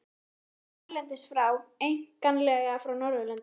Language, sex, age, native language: Icelandic, female, 13, Icelandic